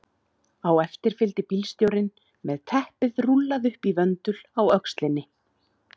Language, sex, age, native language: Icelandic, female, 30-39, Icelandic